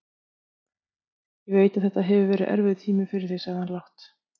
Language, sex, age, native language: Icelandic, female, 50-59, Icelandic